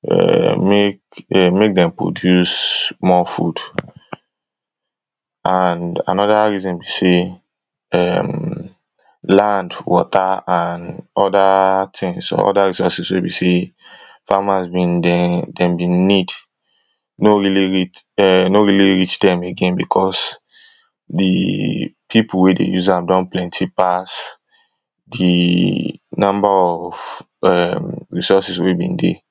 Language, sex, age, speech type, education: Nigerian Pidgin, male, 15-29, spontaneous, tertiary